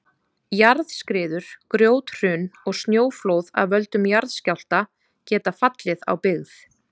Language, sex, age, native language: Icelandic, female, 30-39, Icelandic